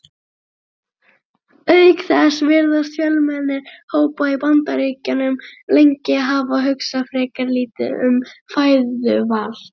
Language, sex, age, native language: Icelandic, male, 40-49, Icelandic